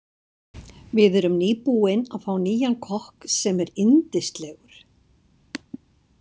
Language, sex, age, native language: Icelandic, female, 60-69, Icelandic